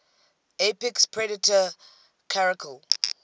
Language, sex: English, female